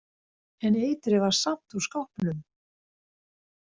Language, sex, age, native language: Icelandic, female, 60-69, Icelandic